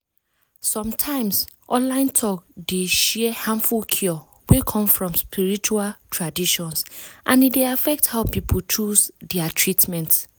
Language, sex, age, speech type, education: Nigerian Pidgin, female, 15-29, spontaneous, tertiary